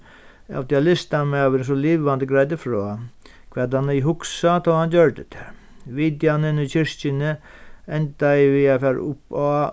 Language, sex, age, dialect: Faroese, male, 36-60, Sandoy